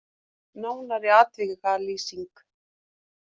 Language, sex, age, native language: Icelandic, female, 50-59, Icelandic